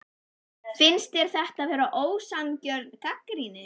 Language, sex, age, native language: Icelandic, female, 11, Icelandic